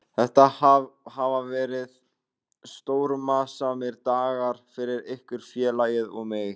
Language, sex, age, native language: Icelandic, male, 18-19, Icelandic